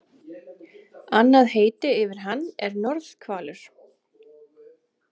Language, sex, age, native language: Icelandic, female, 20-29, Icelandic